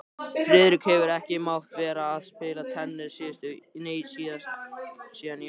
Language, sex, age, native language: Icelandic, other, 18-19, Icelandic